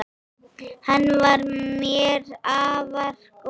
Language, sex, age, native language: Icelandic, female, 7, Icelandic